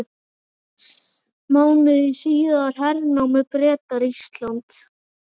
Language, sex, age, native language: Icelandic, male, 9, Icelandic